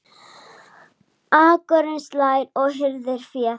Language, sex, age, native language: Icelandic, female, 7, Icelandic